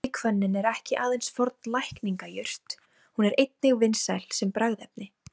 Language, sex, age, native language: Icelandic, female, 17, Icelandic